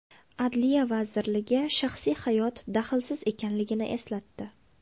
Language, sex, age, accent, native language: Uzbek, female, 18-24, Toshkent viloyati, Uzbek